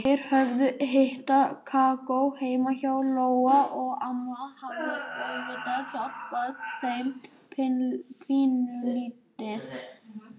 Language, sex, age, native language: Icelandic, male, 18-19, Icelandic